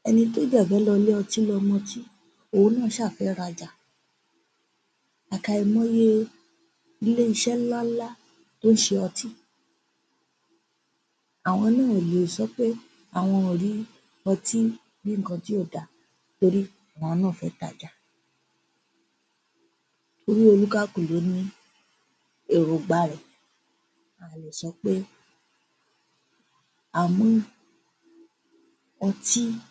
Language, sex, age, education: Yoruba, female, 15-29, tertiary